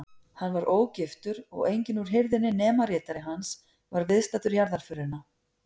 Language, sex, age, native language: Icelandic, female, 50-59, Icelandic